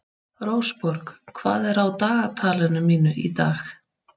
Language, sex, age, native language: Icelandic, female, 30-39, Icelandic